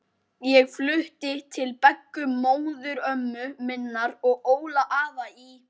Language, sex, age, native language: Icelandic, male, 12, Icelandic